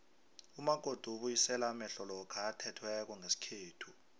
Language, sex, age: South Ndebele, male, 23